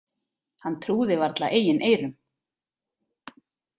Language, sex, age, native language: Icelandic, female, 30-39, Icelandic